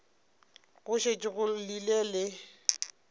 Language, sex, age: Northern Sotho, female, 25